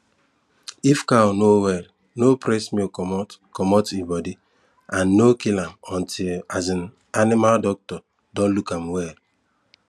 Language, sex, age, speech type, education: Nigerian Pidgin, male, 15-29, spontaneous, tertiary